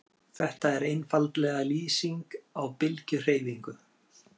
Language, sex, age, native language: Icelandic, male, 40-49, Icelandic